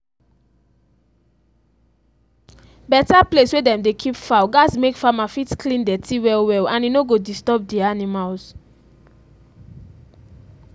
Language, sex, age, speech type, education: Nigerian Pidgin, female, 15-29, spontaneous, tertiary